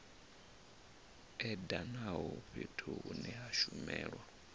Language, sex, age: Venda, male, 34